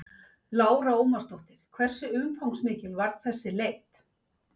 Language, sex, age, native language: Icelandic, female, 50-59, Icelandic